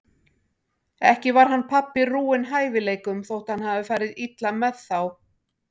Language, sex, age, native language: Icelandic, female, 60-69, Icelandic